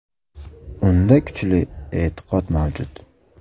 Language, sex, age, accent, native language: Uzbek, male, 25-34, Andijon, Uzbek